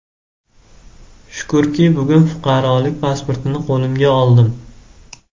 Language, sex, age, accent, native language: Uzbek, male, 18-24, Jizzax, Uzbek